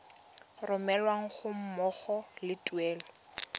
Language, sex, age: Tswana, female, 21